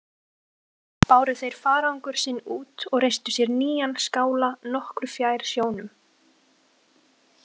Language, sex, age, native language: Icelandic, female, 20-29, Icelandic